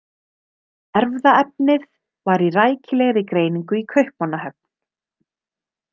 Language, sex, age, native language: Icelandic, female, 30-39, Icelandic